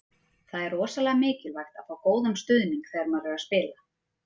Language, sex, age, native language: Icelandic, female, 30-39, Icelandic